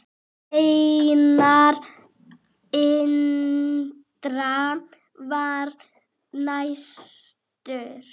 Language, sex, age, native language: Icelandic, female, 8, Icelandic